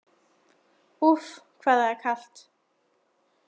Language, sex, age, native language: Icelandic, female, 20-29, Icelandic